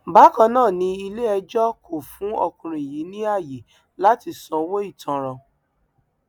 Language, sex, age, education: Yoruba, female, 30-45, tertiary